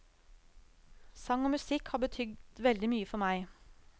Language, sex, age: Norwegian, female, 35